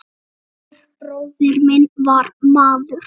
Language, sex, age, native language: Icelandic, male, 8, Icelandic